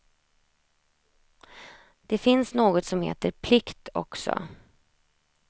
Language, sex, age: Swedish, female, 28